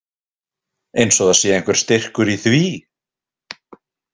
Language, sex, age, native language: Icelandic, male, 20-29, Icelandic